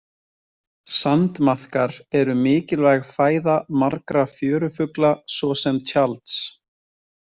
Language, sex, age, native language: Icelandic, male, 20-29, Icelandic